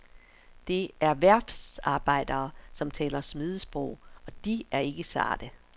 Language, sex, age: Danish, female, 60